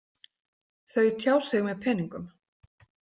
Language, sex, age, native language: Icelandic, female, 40-49, Icelandic